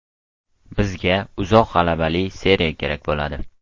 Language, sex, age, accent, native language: Uzbek, male, 12-17, Toshkent viloyati, Uzbek